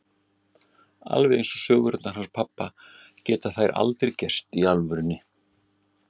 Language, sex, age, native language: Icelandic, male, 60-69, Icelandic